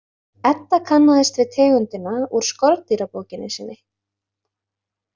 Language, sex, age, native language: Icelandic, female, 20-29, Icelandic